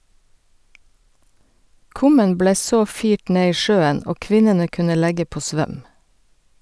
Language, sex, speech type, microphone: Norwegian, female, read, Sennheiser